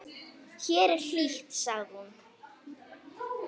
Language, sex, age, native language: Icelandic, female, 9, Icelandic